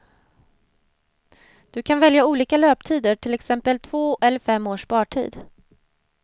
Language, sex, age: Swedish, female, 30